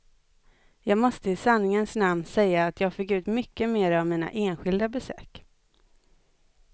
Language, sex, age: Swedish, female, 25